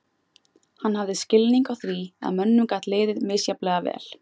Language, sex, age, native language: Icelandic, female, 20-29, Icelandic